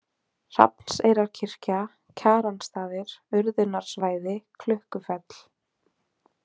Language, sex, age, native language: Icelandic, female, 20-29, Icelandic